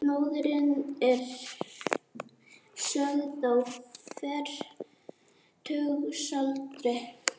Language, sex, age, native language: Icelandic, female, 18-19, Icelandic